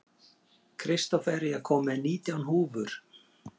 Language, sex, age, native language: Icelandic, male, 40-49, Icelandic